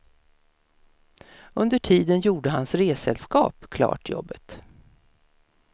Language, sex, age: Swedish, female, 56